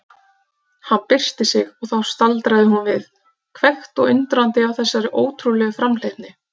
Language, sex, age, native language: Icelandic, female, 30-39, Icelandic